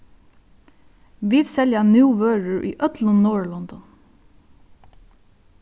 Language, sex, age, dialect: Faroese, female, 15-35, Suðurstreymoy